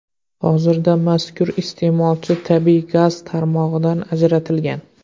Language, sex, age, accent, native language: Uzbek, male, 25-34, Qoraqalpog'iston, Uzbek